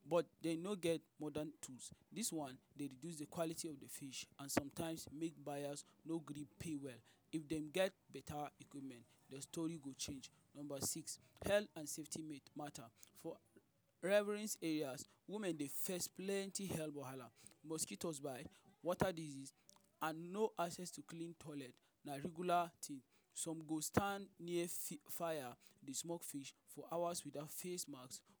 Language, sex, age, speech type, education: Nigerian Pidgin, male, 30-45, spontaneous, tertiary